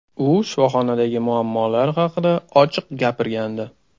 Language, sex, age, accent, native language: Uzbek, male, 18-24, Toshkent shahri, Russian